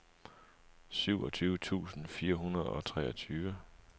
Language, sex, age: Danish, male, 37